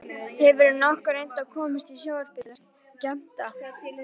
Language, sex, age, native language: Icelandic, other, 12, Icelandic